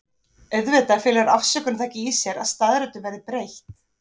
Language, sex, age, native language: Icelandic, female, 30-39, Icelandic